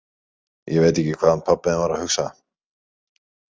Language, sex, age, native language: Icelandic, male, 30-39, Icelandic